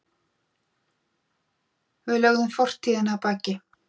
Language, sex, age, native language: Icelandic, female, 40-49, Icelandic